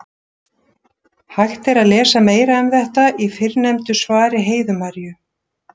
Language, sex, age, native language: Icelandic, female, 60-69, Icelandic